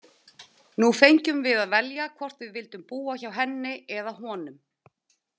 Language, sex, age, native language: Icelandic, female, 30-39, Icelandic